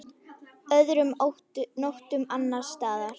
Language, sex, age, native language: Icelandic, female, 10, Icelandic